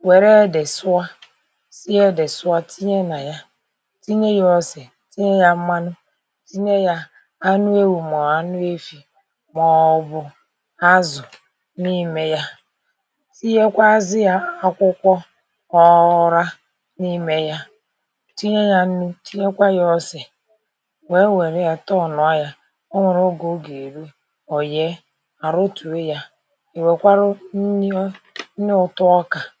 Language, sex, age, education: Igbo, female, 30-45, tertiary